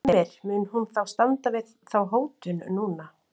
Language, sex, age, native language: Icelandic, female, 40-49, Icelandic